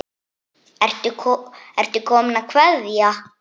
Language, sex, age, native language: Icelandic, male, 8, Icelandic